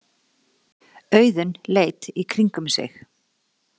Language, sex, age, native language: Icelandic, female, 40-49, Icelandic